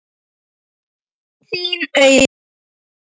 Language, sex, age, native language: Icelandic, female, 10, Icelandic